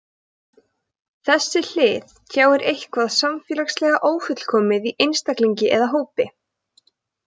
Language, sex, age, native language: Icelandic, female, 20-29, Icelandic